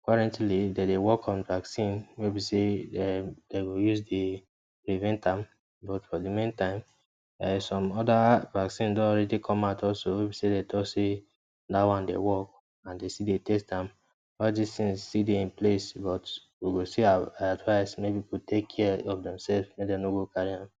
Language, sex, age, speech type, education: Nigerian Pidgin, male, 15-29, spontaneous, tertiary